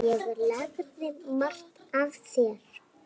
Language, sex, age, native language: Icelandic, female, 6, Icelandic